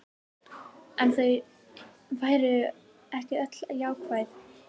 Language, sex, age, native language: Icelandic, female, 18-19, Icelandic